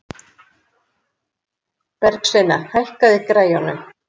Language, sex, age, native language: Icelandic, female, 60-69, Icelandic